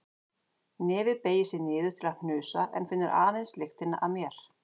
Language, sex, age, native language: Icelandic, female, 40-49, Icelandic